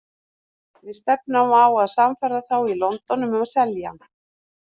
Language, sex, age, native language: Icelandic, female, 50-59, Icelandic